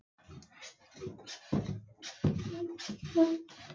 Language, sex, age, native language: Icelandic, other, 11, Icelandic